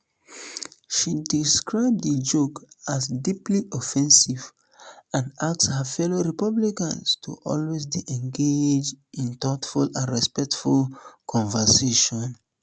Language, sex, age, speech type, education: Nigerian Pidgin, male, 15-29, spontaneous, tertiary